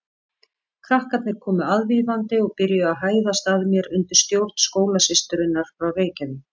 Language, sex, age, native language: Icelandic, female, 50-59, Icelandic